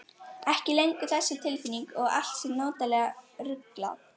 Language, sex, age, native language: Icelandic, female, 12, Icelandic